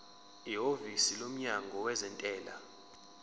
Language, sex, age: Zulu, male, 23